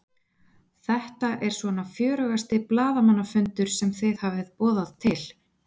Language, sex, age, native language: Icelandic, female, 20-29, Icelandic